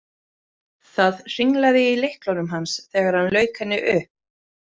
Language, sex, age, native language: Icelandic, female, 30-39, Icelandic